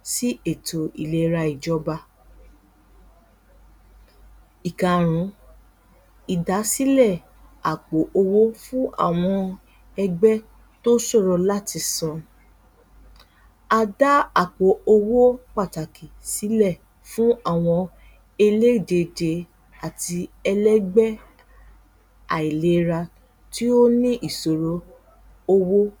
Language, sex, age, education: Yoruba, female, 30-45, tertiary